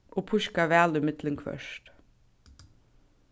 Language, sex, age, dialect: Faroese, female, 15-35, Suðurstreymoy